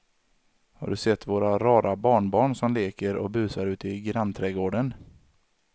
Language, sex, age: Swedish, male, 33